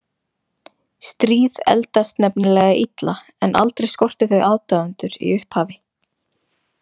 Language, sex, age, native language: Icelandic, female, 20-29, Icelandic